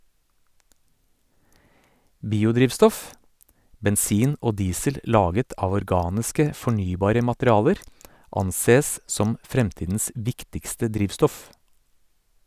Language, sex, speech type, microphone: Norwegian, male, read, Sennheiser